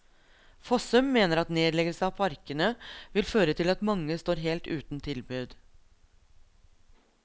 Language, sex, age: Norwegian, female, 42